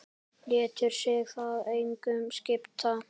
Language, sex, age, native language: Icelandic, male, 10, Icelandic